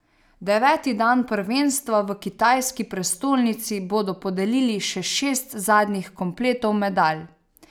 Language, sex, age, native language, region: Slovenian, female, 30-49, Slovenian, Savinja region